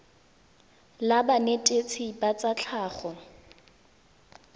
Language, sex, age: Tswana, female, 19